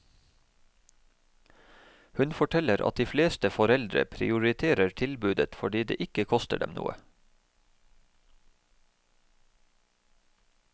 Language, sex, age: Norwegian, male, 31